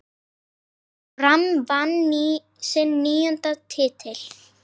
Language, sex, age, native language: Icelandic, female, 10, Icelandic